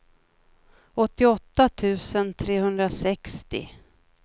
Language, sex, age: Swedish, female, 56